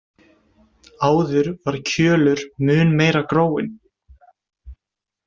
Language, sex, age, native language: Icelandic, male, 20-29, Icelandic